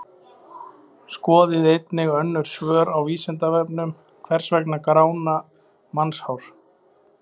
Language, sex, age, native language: Icelandic, male, 20-29, Icelandic